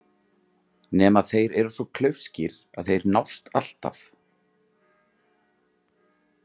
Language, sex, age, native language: Icelandic, male, 30-39, Icelandic